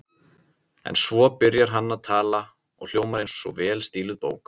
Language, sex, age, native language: Icelandic, male, 30-39, Icelandic